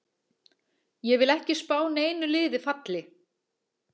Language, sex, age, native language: Icelandic, female, 40-49, Icelandic